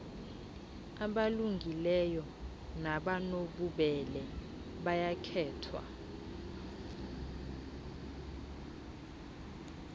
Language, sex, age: Xhosa, female, 20